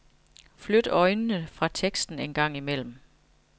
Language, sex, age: Danish, female, 45